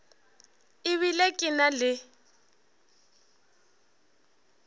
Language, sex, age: Northern Sotho, female, 21